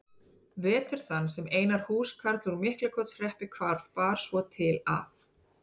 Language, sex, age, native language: Icelandic, female, 30-39, Icelandic